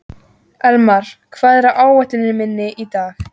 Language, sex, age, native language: Icelandic, female, 14, Icelandic